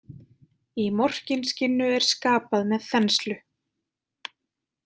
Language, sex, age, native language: Icelandic, female, 20-29, Icelandic